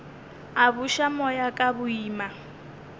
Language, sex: Northern Sotho, female